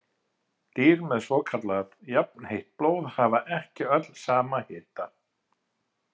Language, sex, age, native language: Icelandic, male, 50-59, Icelandic